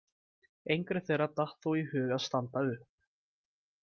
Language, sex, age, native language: Icelandic, male, 20-29, Icelandic